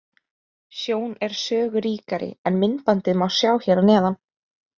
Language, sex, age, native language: Icelandic, female, 20-29, Icelandic